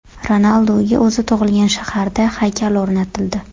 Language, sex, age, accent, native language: Uzbek, female, 18-24, Toshkent shahri, Uzbek